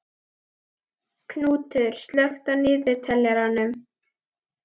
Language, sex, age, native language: Icelandic, female, 11, Icelandic